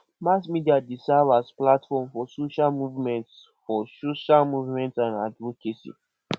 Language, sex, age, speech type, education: Nigerian Pidgin, male, 46-60, spontaneous, tertiary